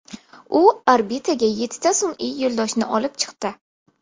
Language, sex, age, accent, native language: Uzbek, female, 18-24, Buxoro, Uzbek